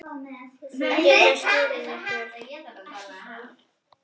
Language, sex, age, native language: Icelandic, female, 9, Icelandic